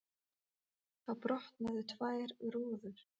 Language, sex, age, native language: Icelandic, female, 40-49, Icelandic